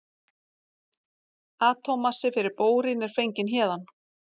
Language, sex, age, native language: Icelandic, female, 40-49, Icelandic